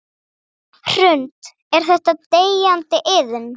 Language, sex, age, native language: Icelandic, female, 7, Icelandic